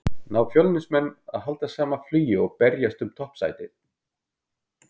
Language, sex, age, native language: Icelandic, male, 50-59, Icelandic